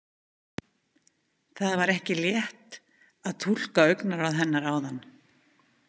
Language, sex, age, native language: Icelandic, female, 50-59, Icelandic